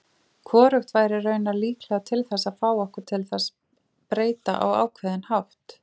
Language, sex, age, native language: Icelandic, female, 40-49, Icelandic